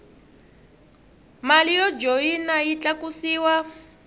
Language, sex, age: Tsonga, female, 23